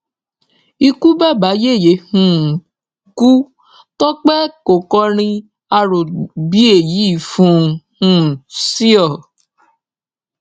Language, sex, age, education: Yoruba, female, 15-29, tertiary